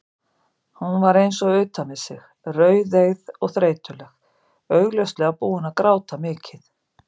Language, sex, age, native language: Icelandic, female, 50-59, Icelandic